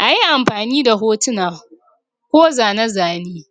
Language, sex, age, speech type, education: Hausa, female, 46-60, spontaneous, tertiary